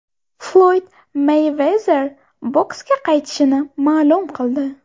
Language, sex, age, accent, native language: Uzbek, female, 18-24, Buxoro, Uzbek